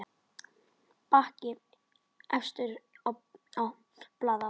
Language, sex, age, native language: Icelandic, male, 10, Icelandic